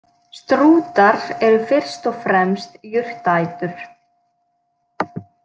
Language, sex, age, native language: Icelandic, female, 20-29, Icelandic